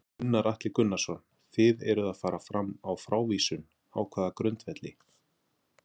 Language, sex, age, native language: Icelandic, male, 40-49, Icelandic